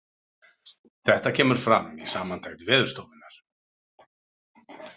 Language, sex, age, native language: Icelandic, male, 40-49, Icelandic